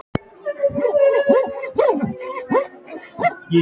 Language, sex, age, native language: Icelandic, male, 12, Icelandic